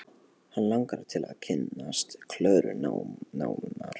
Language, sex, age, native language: Icelandic, male, 18-19, Polish